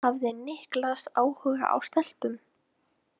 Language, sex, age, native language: Icelandic, female, 18-19, Icelandic